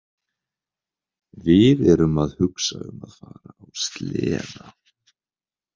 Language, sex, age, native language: Icelandic, male, 20-29, Icelandic